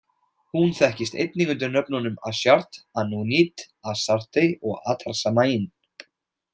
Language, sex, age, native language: Icelandic, male, 20-29, Icelandic